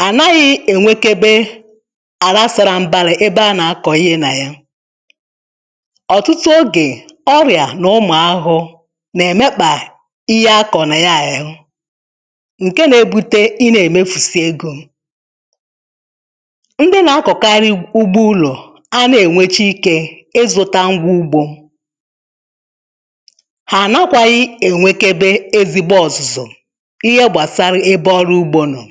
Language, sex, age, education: Igbo, female, 30-45, tertiary